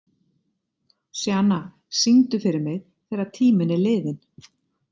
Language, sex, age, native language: Icelandic, female, 50-59, Icelandic